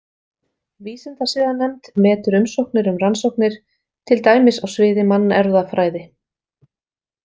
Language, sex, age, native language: Icelandic, female, 40-49, Icelandic